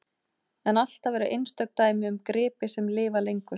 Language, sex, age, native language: Icelandic, female, 18-19, Icelandic